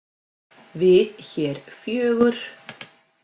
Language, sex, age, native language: Icelandic, female, 50-59, Icelandic